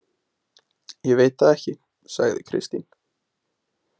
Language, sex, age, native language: Icelandic, male, 20-29, Icelandic